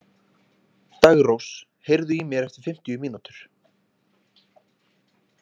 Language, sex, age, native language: Icelandic, male, 20-29, Icelandic